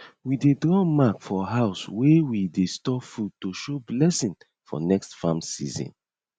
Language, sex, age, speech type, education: Nigerian Pidgin, male, 30-45, spontaneous, tertiary